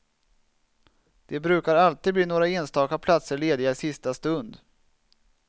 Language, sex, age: Swedish, male, 27